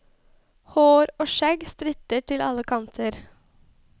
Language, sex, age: Norwegian, female, 21